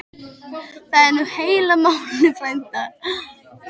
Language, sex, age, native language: Icelandic, female, 12, Icelandic